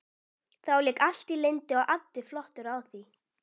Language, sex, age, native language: Icelandic, female, 12, Icelandic